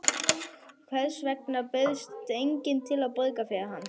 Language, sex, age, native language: Icelandic, female, 11, Icelandic